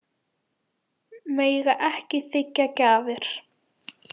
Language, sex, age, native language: Icelandic, female, 18-19, Icelandic